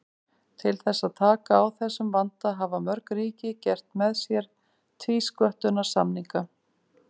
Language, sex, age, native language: Icelandic, female, 50-59, Icelandic